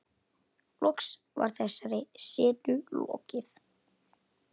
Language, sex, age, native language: Icelandic, male, 8, Icelandic